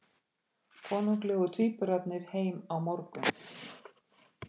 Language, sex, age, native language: Icelandic, female, 50-59, Icelandic